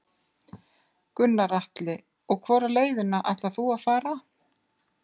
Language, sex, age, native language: Icelandic, female, 50-59, Icelandic